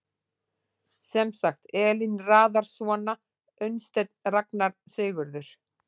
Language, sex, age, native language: Icelandic, female, 40-49, Icelandic